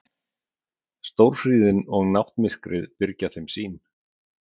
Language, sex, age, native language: Icelandic, male, 40-49, Icelandic